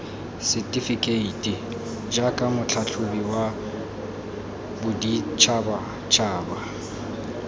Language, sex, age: Tswana, male, 19